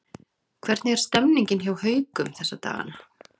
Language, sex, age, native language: Icelandic, female, 30-39, Icelandic